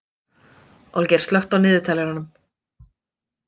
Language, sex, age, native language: Icelandic, female, 30-39, Icelandic